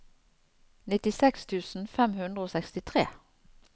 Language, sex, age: Norwegian, female, 54